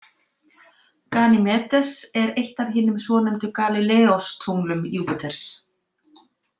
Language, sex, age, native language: Icelandic, female, 50-59, Icelandic